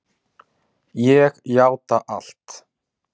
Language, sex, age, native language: Icelandic, male, 40-49, Icelandic